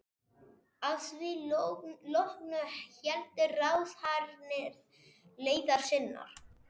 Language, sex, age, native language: Icelandic, male, 40-49, Spanish